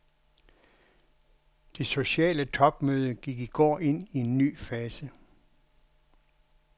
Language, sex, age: Danish, male, 61